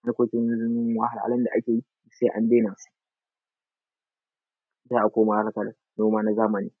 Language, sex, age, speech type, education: Hausa, male, 15-29, spontaneous, tertiary